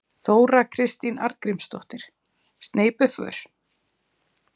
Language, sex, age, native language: Icelandic, female, 40-49, Icelandic